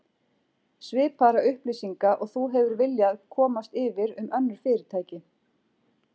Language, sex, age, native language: Icelandic, female, 40-49, Icelandic